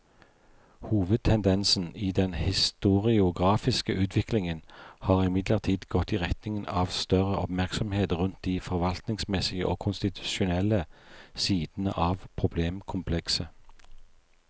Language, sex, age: Norwegian, male, 43